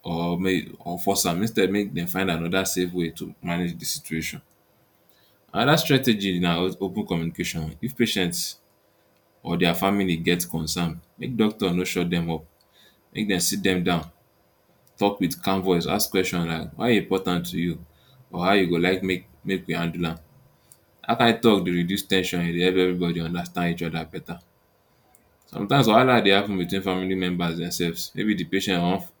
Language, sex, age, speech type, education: Nigerian Pidgin, male, 15-29, spontaneous, tertiary